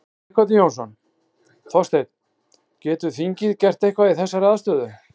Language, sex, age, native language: Icelandic, male, 40-49, Icelandic